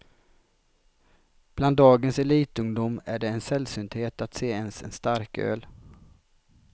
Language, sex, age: Swedish, male, 33